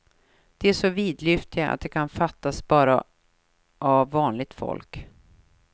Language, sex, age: Swedish, female, 43